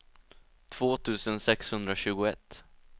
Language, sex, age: Swedish, male, 20